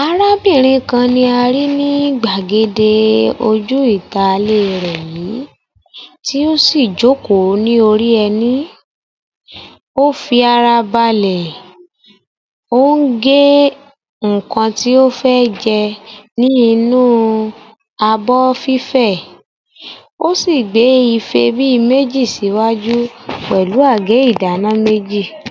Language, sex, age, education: Yoruba, female, 30-45, tertiary